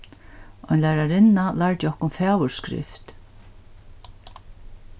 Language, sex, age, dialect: Faroese, female, 61+, Norðurstreymoy/Eysturoy